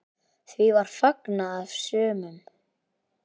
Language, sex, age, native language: Icelandic, male, 8, Icelandic